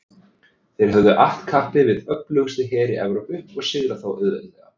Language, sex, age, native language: Icelandic, male, 30-39, Icelandic